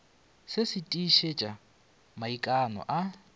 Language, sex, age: Northern Sotho, male, 25